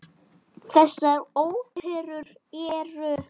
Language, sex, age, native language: Icelandic, male, 9, Icelandic